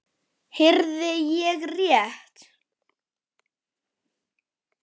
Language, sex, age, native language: Icelandic, male, 10, Icelandic